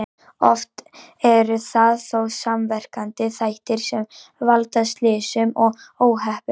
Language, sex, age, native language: Icelandic, female, 18-19, Icelandic